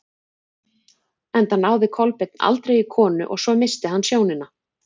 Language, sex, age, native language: Icelandic, female, 40-49, Icelandic